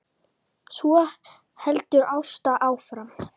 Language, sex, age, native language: Icelandic, female, 10, Icelandic